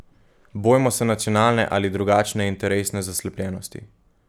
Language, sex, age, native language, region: Slovenian, male, 18-29, Slovenian, Gorenjska region